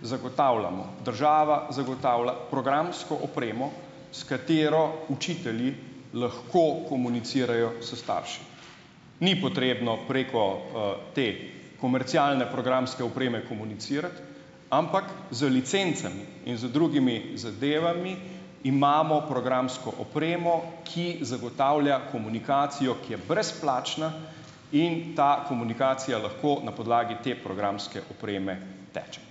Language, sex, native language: Slovenian, male, Slovenian